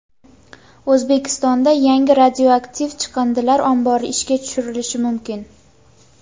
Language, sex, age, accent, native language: Uzbek, female, 19-29, Andijon, Uzbek